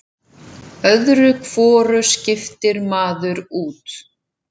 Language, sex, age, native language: Icelandic, female, 7, Icelandic